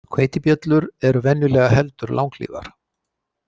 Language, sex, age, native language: Icelandic, male, 60-69, Icelandic